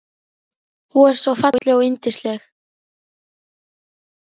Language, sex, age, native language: Icelandic, female, 11, Icelandic